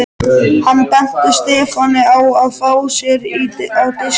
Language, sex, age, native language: Icelandic, male, 13, Icelandic